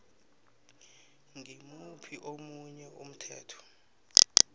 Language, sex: South Ndebele, male